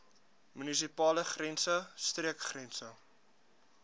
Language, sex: Afrikaans, male